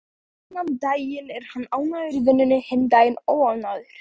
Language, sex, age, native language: Icelandic, male, 14, Icelandic